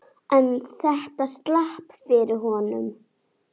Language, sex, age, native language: Icelandic, female, 9, Icelandic